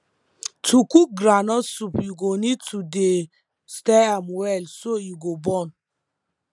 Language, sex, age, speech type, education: Nigerian Pidgin, female, 15-29, spontaneous, tertiary